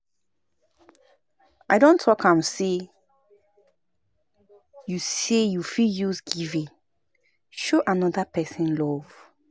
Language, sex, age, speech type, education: Nigerian Pidgin, female, 30-45, spontaneous, tertiary